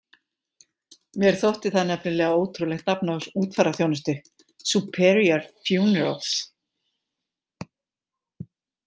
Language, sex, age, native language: Icelandic, female, 40-49, Icelandic